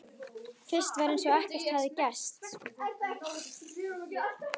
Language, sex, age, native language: Icelandic, female, 12, Icelandic